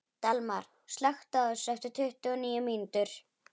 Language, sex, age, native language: Icelandic, female, 11, Icelandic